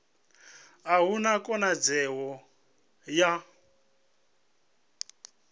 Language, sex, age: Venda, male, 37